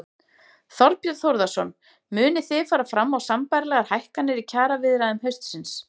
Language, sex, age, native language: Icelandic, female, 30-39, Icelandic